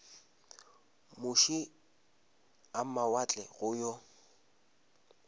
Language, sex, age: Northern Sotho, male, 26